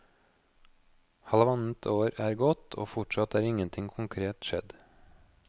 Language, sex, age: Norwegian, male, 29